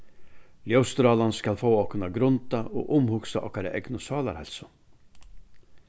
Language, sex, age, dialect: Faroese, male, 61+, Vágar